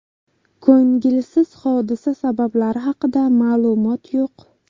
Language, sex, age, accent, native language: Uzbek, female, 18-24, Buxoro, Uzbek